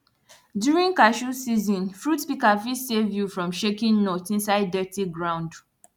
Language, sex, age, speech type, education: Nigerian Pidgin, female, 15-29, spontaneous, tertiary